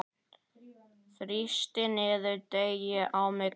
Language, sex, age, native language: Icelandic, male, 9, Icelandic